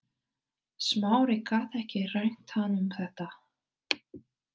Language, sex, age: Icelandic, female, 30-39